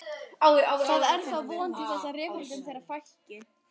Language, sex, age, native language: Icelandic, female, 12, Icelandic